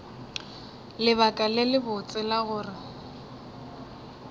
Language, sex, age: Northern Sotho, female, 20